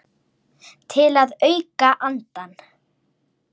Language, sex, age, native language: Icelandic, female, 9, Icelandic